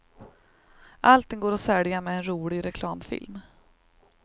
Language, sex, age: Swedish, female, 38